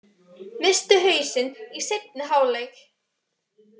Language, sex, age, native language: Icelandic, female, 18-19, Icelandic